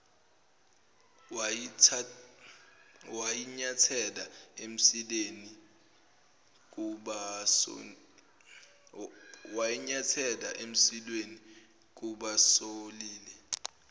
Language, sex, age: Zulu, male, 18